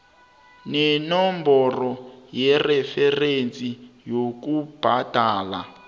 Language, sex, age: South Ndebele, male, 19